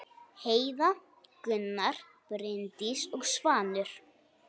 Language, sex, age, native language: Icelandic, female, 9, Icelandic